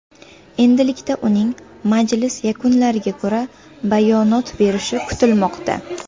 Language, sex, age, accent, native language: Uzbek, female, 18-24, Jizzax, Uzbek